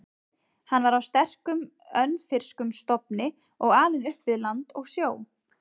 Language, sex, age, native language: Icelandic, female, 30-39, Icelandic